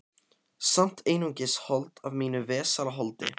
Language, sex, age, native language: Icelandic, male, 15, Icelandic